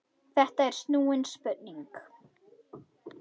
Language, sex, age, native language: Icelandic, female, 21, Icelandic